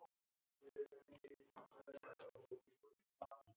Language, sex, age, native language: Icelandic, male, 10, Icelandic